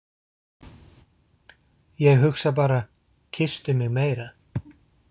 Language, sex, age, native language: Icelandic, male, 40-49, Icelandic